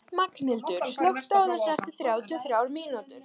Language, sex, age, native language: Icelandic, female, 18-19, Icelandic